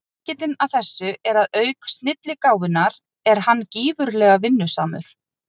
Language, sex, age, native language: Icelandic, female, 30-39, Icelandic